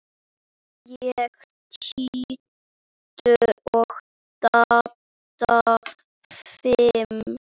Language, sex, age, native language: Icelandic, female, 9, Icelandic